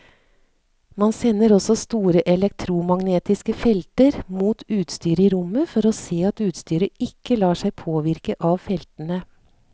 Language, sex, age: Norwegian, female, 39